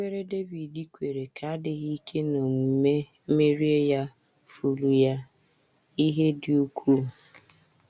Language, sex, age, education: Igbo, female, 30-45, tertiary